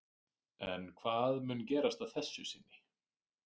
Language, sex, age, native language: Icelandic, male, 30-39, Icelandic